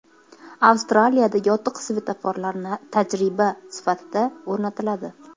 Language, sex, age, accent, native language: Uzbek, female, 25-34, Toshkent viloyati, Uzbek